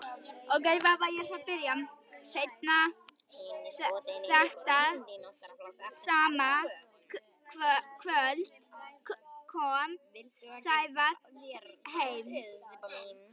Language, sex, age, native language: Icelandic, female, 11, Icelandic